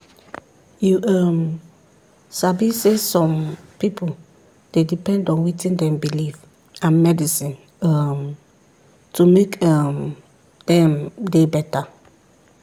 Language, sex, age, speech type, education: Nigerian Pidgin, female, 30-45, spontaneous, tertiary